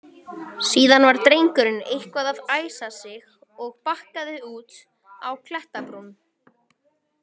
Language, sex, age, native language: Icelandic, male, 18-19, Icelandic